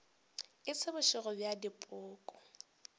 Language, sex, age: Northern Sotho, female, 18